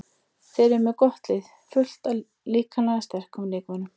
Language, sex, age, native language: Icelandic, female, 30-39, Icelandic